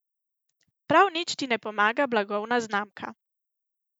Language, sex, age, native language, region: Slovenian, female, 18-29, Slovenian, Central Slovenia